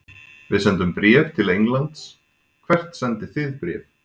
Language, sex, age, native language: Icelandic, male, 20-29, Icelandic